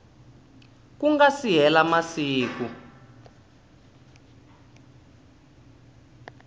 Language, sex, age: Tsonga, male, 20